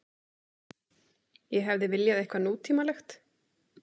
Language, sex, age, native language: Icelandic, female, 30-39, Icelandic